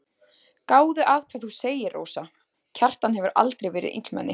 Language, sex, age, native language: Icelandic, female, 20-29, Icelandic